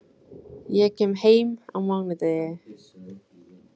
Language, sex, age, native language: Icelandic, female, 18-19, Icelandic